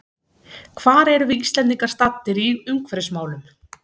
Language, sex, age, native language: Icelandic, female, 30-39, Icelandic